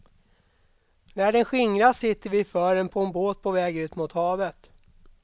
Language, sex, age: Swedish, male, 32